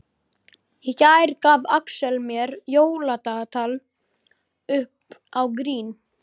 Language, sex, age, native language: Icelandic, male, 12, Icelandic